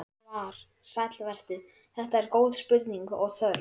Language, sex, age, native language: Icelandic, male, 11, Icelandic